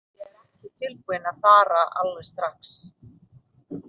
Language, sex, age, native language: Icelandic, female, 30-39, Filipino